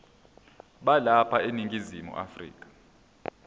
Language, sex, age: Zulu, male, 22